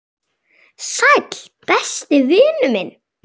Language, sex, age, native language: Icelandic, female, 7, Icelandic